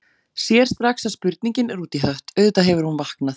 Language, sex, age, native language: Icelandic, female, 40-49, Icelandic